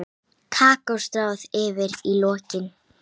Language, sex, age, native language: Icelandic, female, 8, Icelandic